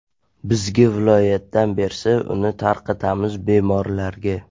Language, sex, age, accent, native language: Uzbek, male, 12-17, Toshkent shahri, Uzbek